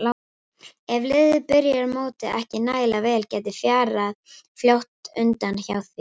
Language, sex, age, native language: Icelandic, female, 18-19, Icelandic